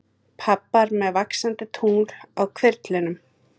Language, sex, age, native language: Icelandic, female, 30-39, Icelandic